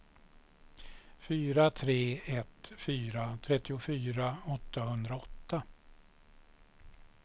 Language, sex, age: Swedish, male, 61